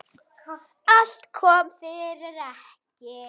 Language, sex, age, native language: Icelandic, female, 9, Icelandic